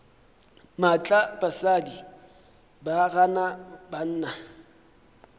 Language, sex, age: Northern Sotho, male, 23